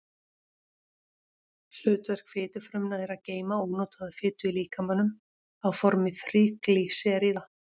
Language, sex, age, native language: Icelandic, female, 40-49, Icelandic